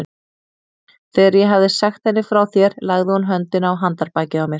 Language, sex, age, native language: Icelandic, female, 30-39, Icelandic